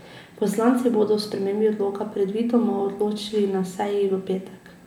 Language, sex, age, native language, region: Slovenian, female, 18-29, Slovenian, Drava region